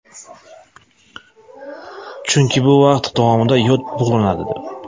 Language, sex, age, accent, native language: Uzbek, male, 25-34, Sirdaryo, Uzbek